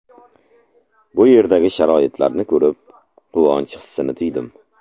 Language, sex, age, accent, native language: Uzbek, male, 25-34, Samarqand, Uzbek